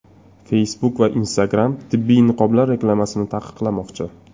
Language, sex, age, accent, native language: Uzbek, male, 25-34, Toshkent shahri, Uzbek